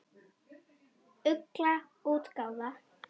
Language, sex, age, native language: Icelandic, female, 8, Icelandic